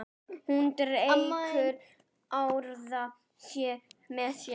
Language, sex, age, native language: Icelandic, female, 10, Icelandic